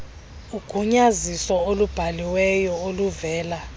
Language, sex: Xhosa, female